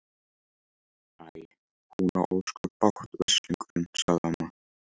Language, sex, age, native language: Icelandic, male, 14, Icelandic